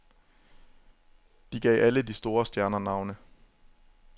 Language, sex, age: Danish, male, 27